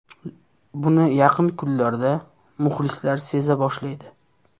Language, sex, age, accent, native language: Uzbek, male, 18-24, Namangan, Uzbek